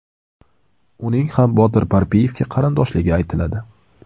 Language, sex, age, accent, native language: Uzbek, male, 18-24, Andijon, Uzbek